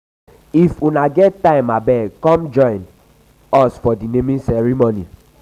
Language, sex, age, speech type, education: Nigerian Pidgin, male, 15-29, spontaneous, tertiary